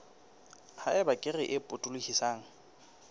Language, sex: Southern Sotho, male